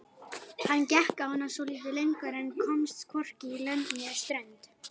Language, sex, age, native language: Icelandic, female, 18-19, Icelandic